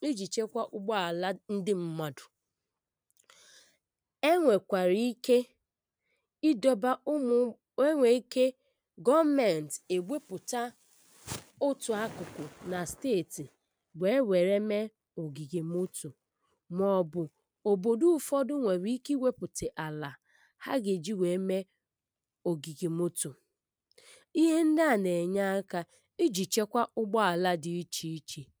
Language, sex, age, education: Igbo, female, 15-29, primary